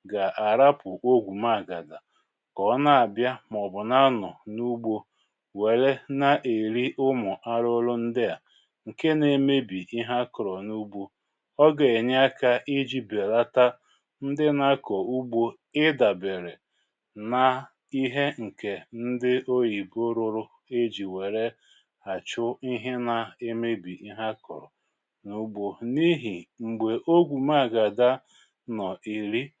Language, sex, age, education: Igbo, male, 46-60, tertiary